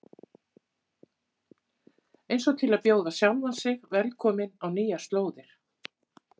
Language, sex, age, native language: Icelandic, female, 50-59, Icelandic